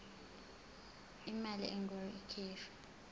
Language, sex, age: Zulu, female, 20